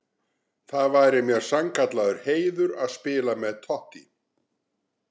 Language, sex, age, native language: Icelandic, male, 60-69, Icelandic